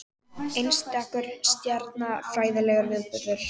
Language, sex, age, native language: Icelandic, female, 18-19, Icelandic